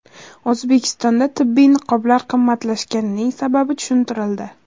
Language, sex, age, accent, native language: Uzbek, female, 18-24, Farg'ona, Uzbek